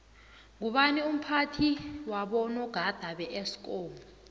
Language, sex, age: South Ndebele, female, 20